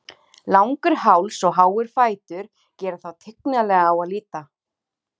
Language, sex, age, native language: Icelandic, female, 30-39, Icelandic